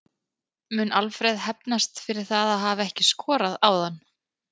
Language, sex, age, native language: Icelandic, female, 30-39, Icelandic